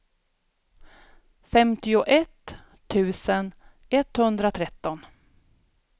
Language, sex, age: Swedish, female, 42